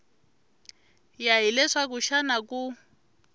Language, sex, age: Tsonga, female, 23